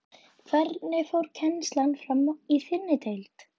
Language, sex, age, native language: Icelandic, female, 11, Icelandic